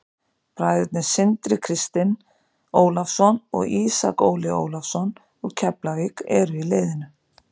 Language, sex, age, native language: Icelandic, female, 50-59, Icelandic